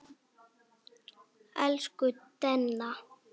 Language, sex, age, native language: Icelandic, female, 9, Icelandic